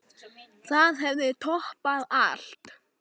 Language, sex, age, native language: Icelandic, male, 9, Icelandic